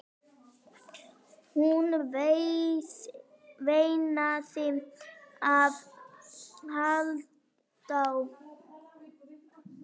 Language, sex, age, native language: Icelandic, female, 9, Icelandic